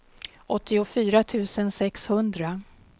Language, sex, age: Swedish, female, 52